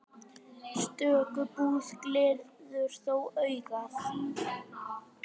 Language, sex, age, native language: Icelandic, male, 10, Icelandic